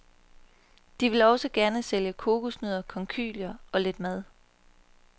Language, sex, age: Danish, female, 23